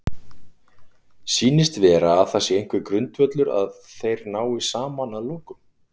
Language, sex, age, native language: Icelandic, male, 40-49, Icelandic